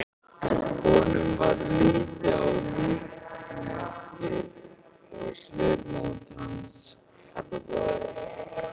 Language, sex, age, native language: Icelandic, male, 15, Icelandic